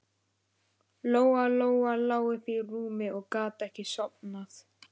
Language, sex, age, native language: Icelandic, male, 11, Icelandic